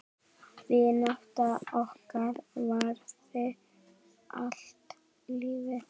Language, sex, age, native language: Icelandic, female, 7, Icelandic